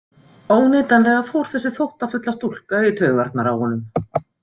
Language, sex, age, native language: Icelandic, female, 50-59, Icelandic